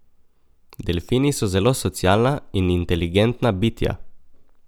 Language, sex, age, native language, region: Slovenian, male, 18-29, Slovenian, Coastal Karst region